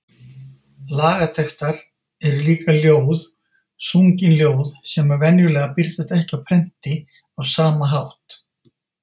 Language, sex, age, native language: Icelandic, male, 50-59, Icelandic